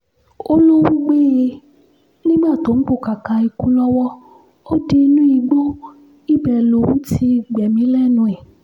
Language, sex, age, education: Yoruba, female, 15-29, tertiary